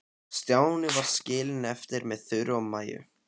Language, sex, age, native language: Icelandic, male, 15, Icelandic